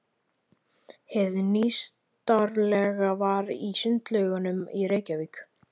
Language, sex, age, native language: Icelandic, male, 11, Icelandic